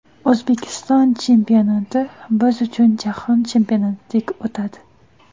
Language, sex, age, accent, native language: Uzbek, female, 18-24, Toshkent shahri, Uzbek